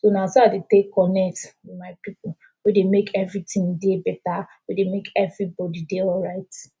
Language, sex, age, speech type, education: Nigerian Pidgin, female, 15-29, spontaneous, tertiary